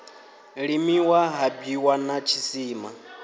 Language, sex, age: Venda, male, 23